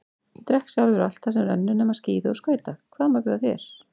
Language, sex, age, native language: Icelandic, female, 40-49, Icelandic